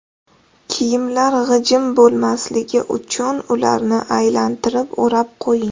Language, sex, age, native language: Uzbek, female, 18-24, Uzbek